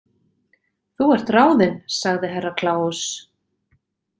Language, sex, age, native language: Icelandic, female, 40-49, Icelandic